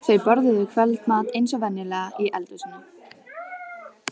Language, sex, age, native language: Icelandic, female, 14, Icelandic